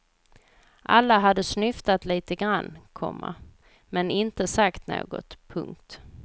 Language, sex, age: Swedish, female, 38